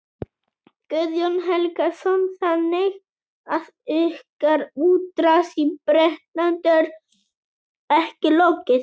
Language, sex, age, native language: Icelandic, male, 18-19, Icelandic